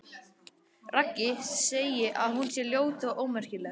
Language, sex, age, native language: Icelandic, male, 11, Icelandic